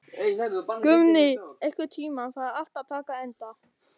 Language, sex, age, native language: Icelandic, male, 13, German